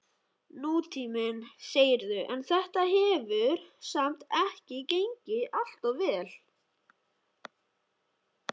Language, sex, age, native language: Icelandic, male, 13, Icelandic